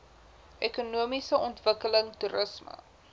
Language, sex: Afrikaans, female